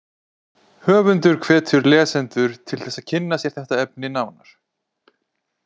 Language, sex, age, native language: Icelandic, male, 20-29, Icelandic